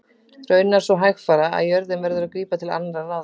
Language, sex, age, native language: Icelandic, female, 40-49, Icelandic